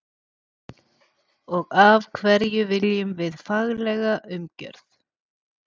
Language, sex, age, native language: Icelandic, female, 40-49, Icelandic